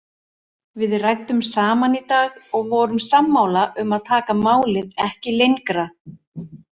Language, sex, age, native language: Icelandic, male, 40-49, Icelandic